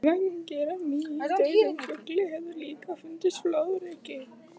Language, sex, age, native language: Icelandic, female, 15, Icelandic